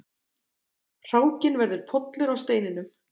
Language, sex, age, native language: Icelandic, female, 30-39, Icelandic